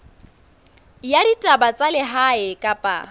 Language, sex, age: Southern Sotho, female, 20